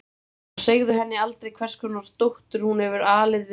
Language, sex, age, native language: Icelandic, male, 30-39, Icelandic